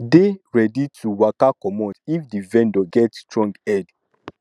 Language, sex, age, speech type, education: Nigerian Pidgin, male, 15-29, spontaneous, tertiary